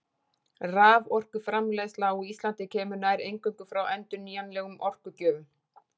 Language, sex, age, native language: Icelandic, female, 40-49, Icelandic